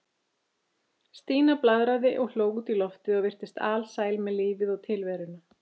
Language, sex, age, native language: Icelandic, female, 50-59, Icelandic